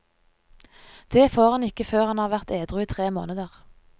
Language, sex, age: Norwegian, female, 30